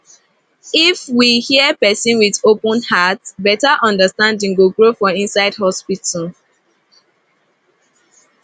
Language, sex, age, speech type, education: Nigerian Pidgin, female, 15-29, spontaneous, tertiary